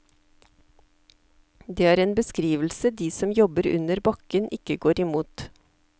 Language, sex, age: Norwegian, female, 54